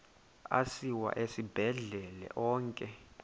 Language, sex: Xhosa, male